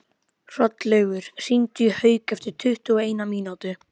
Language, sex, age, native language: Icelandic, female, 12, Icelandic